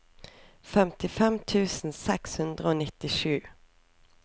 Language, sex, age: Norwegian, female, 24